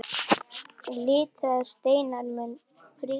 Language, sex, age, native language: Icelandic, female, 10, Icelandic